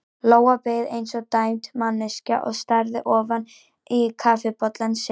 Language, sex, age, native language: Icelandic, female, 18-19, Icelandic